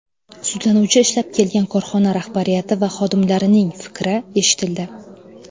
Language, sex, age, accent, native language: Uzbek, female, 19-29, Navoiy, Uzbek